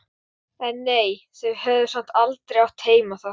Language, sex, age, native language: Icelandic, male, 12, Icelandic